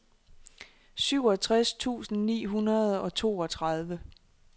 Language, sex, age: Danish, female, 26